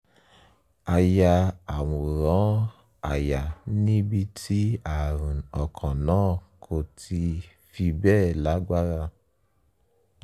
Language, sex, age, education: Yoruba, male, 15-29, tertiary